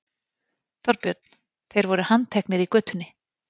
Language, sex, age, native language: Icelandic, female, 40-49, Icelandic